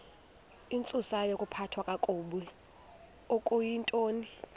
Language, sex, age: Xhosa, female, 21